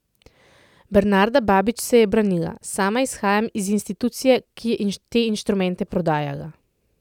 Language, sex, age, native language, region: Slovenian, female, 30-49, Slovenian, Central Slovenia